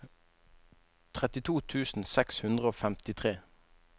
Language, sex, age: Norwegian, male, 21